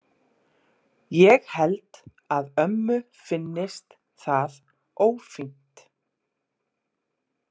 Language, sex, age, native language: Icelandic, female, 40-49, Icelandic